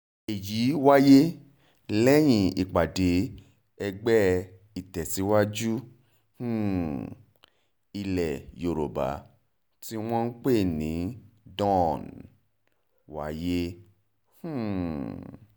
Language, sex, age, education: Yoruba, male, 30-45, tertiary